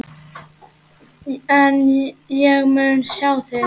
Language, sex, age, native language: Icelandic, male, 8, Icelandic